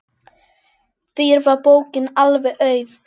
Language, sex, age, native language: Icelandic, female, 10, Icelandic